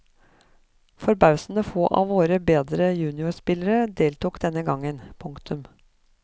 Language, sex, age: Norwegian, female, 54